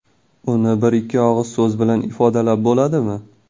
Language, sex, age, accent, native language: Uzbek, male, 19-29, Toshkent viloyati, Kazakh